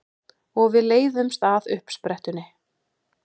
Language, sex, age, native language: Icelandic, female, 30-39, Icelandic